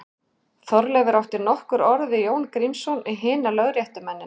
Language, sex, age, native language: Icelandic, male, 11, Icelandic